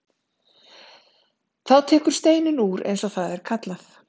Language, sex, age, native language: Icelandic, female, 30-39, Icelandic